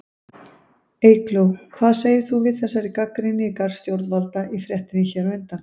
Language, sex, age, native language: Icelandic, female, 50-59, Icelandic